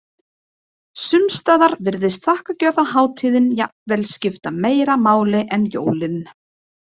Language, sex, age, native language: Icelandic, female, 20-29, Icelandic